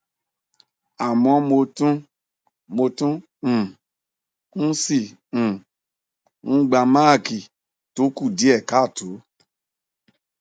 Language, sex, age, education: Yoruba, male, 46-60, tertiary